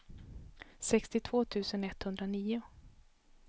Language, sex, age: Swedish, female, 32